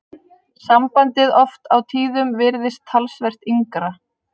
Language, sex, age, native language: Icelandic, female, 30-39, Icelandic